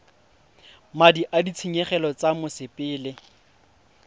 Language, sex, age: Tswana, male, 20